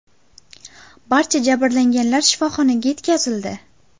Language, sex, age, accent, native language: Uzbek, female, 18-24, Qashqadaryo, Uzbek